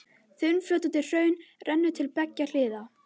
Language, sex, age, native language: Icelandic, other, 11, Icelandic